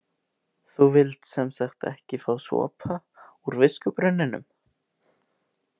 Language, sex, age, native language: Icelandic, male, 18-19, Icelandic